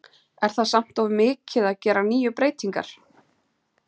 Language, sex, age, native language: Icelandic, female, 30-39, Icelandic